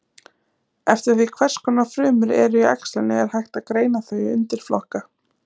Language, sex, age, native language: Icelandic, female, 20-29, Icelandic